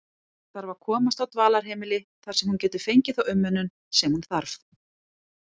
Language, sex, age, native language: Icelandic, female, 40-49, Icelandic